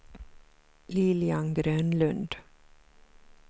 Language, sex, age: Swedish, female, 47